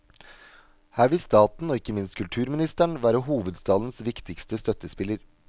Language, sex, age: Norwegian, male, 37